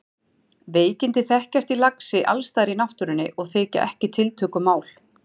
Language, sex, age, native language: Icelandic, female, 40-49, Icelandic